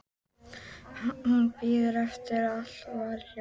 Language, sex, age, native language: Icelandic, female, 12, Icelandic